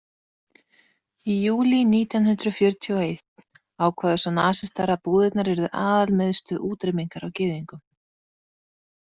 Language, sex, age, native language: Icelandic, female, 30-39, Icelandic